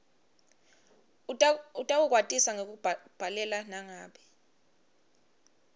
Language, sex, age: Swati, female, 22